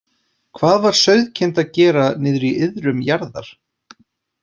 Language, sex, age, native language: Icelandic, male, 40-49, Icelandic